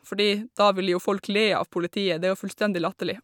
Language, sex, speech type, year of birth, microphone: Norwegian, female, spontaneous, 1990, Shure